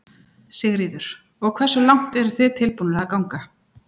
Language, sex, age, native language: Icelandic, female, 40-49, Icelandic